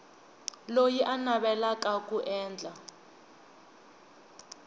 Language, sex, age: Tsonga, female, 20